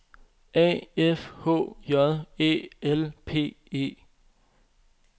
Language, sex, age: Danish, male, 25